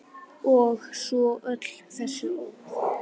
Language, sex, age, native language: Icelandic, male, 9, Icelandic